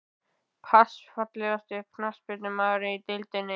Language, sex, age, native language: Icelandic, male, 12, Icelandic